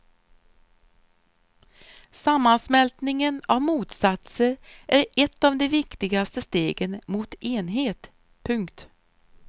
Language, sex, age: Swedish, female, 53